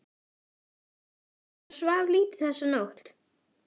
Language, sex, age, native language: Icelandic, female, 10, Icelandic